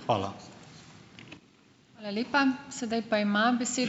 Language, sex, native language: Slovenian, male, Slovenian